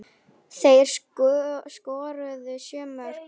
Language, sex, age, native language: Icelandic, female, 9, Icelandic